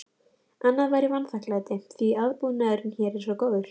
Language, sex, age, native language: Icelandic, female, 11, Icelandic